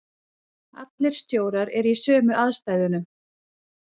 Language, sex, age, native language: Icelandic, female, 30-39, Icelandic